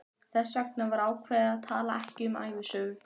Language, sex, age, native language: Icelandic, female, 12, Icelandic